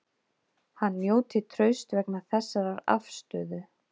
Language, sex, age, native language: Icelandic, female, 30-39, Icelandic